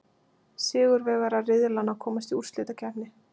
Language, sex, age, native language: Icelandic, female, 20-29, Icelandic